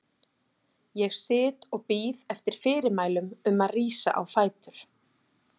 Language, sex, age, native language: Icelandic, female, 40-49, Icelandic